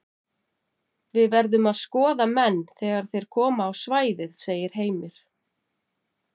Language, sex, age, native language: Icelandic, female, 40-49, Icelandic